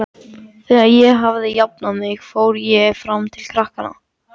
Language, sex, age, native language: Icelandic, male, 14, Icelandic